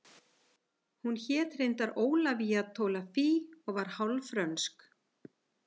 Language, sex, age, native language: Icelandic, female, 50-59, Icelandic